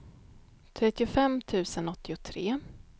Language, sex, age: Swedish, female, 31